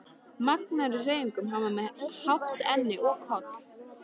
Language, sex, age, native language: Icelandic, female, 13, Icelandic